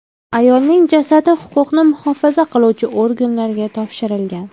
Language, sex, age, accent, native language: Uzbek, female, 19-29, Farg'ona, Uzbek